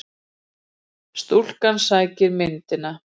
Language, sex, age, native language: Icelandic, female, 40-49, Icelandic